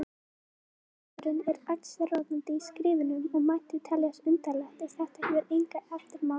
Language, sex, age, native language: Icelandic, female, 18-19, Icelandic